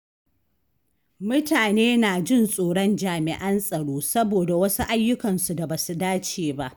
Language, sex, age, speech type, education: Hausa, female, 15-29, read, tertiary